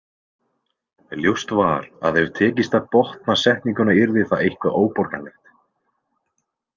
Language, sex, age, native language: Icelandic, male, 20-29, Icelandic